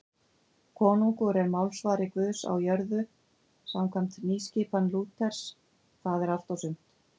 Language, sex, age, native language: Icelandic, female, 50-59, Icelandic